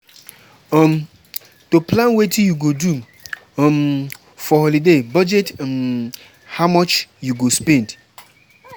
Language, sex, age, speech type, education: Nigerian Pidgin, male, 15-29, spontaneous, tertiary